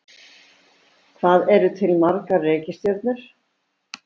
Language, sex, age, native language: Icelandic, female, 70-79, Icelandic